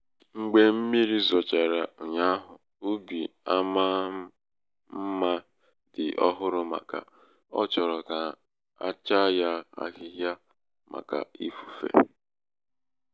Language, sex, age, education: Igbo, male, 15-29, tertiary